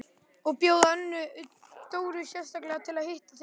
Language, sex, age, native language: Icelandic, male, 11, Icelandic